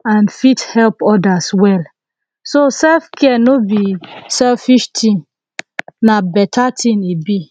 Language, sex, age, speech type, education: Nigerian Pidgin, female, 30-45, spontaneous, tertiary